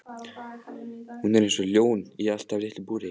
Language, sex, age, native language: Icelandic, male, 14, Icelandic